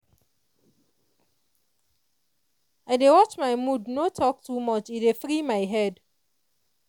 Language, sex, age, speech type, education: Nigerian Pidgin, female, 30-45, spontaneous, tertiary